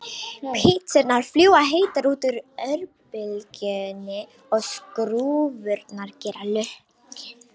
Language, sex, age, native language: Icelandic, female, 18-19, Romanian